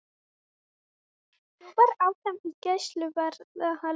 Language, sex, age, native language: Icelandic, female, 20-29, Icelandic